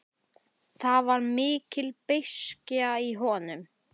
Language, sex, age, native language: Icelandic, male, 11, Icelandic